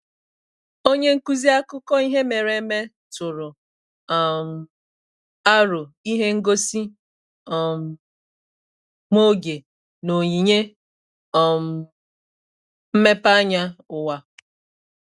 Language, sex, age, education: Igbo, female, 30-45, tertiary